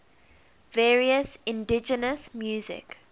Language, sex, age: English, female, 21